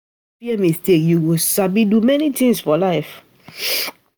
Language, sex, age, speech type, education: Nigerian Pidgin, female, 30-45, spontaneous, tertiary